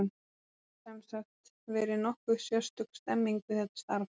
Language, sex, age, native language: Icelandic, female, 30-39, Icelandic